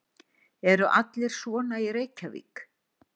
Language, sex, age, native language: Icelandic, female, 60-69, Icelandic